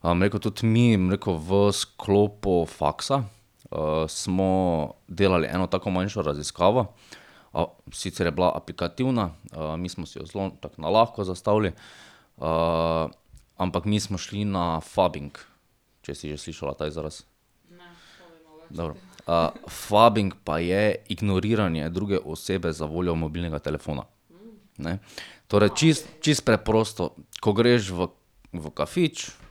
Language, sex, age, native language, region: Slovenian, male, 30-49, Slovenian, Drava region